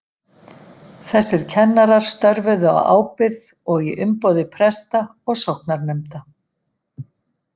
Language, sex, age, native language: Icelandic, female, 50-59, Icelandic